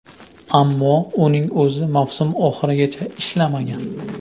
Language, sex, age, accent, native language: Uzbek, male, 25-34, Andijon, Uzbek